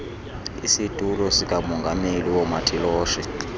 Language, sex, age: Xhosa, male, 31